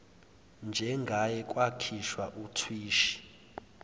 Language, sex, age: Zulu, male, 20